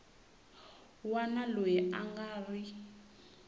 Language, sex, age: Tsonga, female, 18